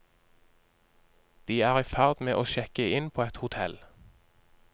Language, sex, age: Norwegian, male, 30